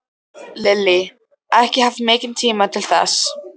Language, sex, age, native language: Icelandic, female, 13, Icelandic